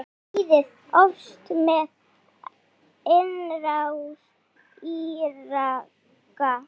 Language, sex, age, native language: Icelandic, female, 8, Icelandic